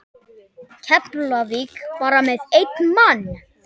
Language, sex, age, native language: Icelandic, male, 10, Icelandic